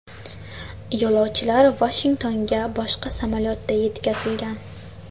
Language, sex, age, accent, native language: Uzbek, female, 19-29, Qashqadaryo, Uzbek